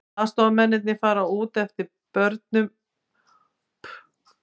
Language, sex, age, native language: Icelandic, female, 50-59, Icelandic